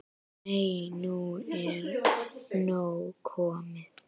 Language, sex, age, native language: Icelandic, female, 9, Icelandic